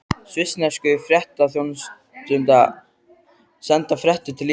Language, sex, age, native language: Icelandic, male, 13, Icelandic